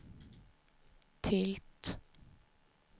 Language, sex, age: Swedish, female, 19